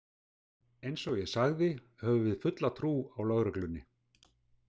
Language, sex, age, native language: Icelandic, male, 60-69, Icelandic